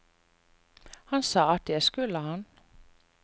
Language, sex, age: Norwegian, female, 45